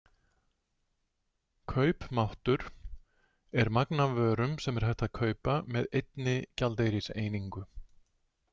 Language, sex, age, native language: Icelandic, male, 60-69, Icelandic